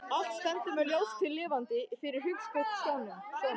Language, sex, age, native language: Icelandic, male, 13, Icelandic